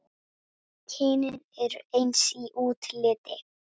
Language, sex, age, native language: Icelandic, female, 7, Icelandic